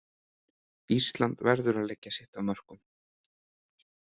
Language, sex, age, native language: Icelandic, male, 30-39, Icelandic